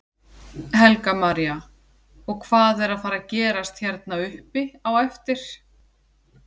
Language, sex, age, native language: Icelandic, female, 40-49, Icelandic